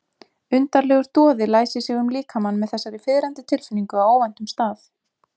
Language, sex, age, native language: Icelandic, female, 20-29, Icelandic